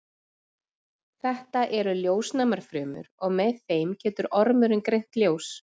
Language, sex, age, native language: Icelandic, female, 40-49, Icelandic